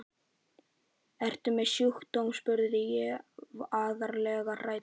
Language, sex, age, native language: Icelandic, male, 11, Icelandic